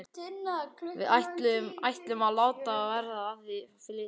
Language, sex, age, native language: Icelandic, male, 11, Icelandic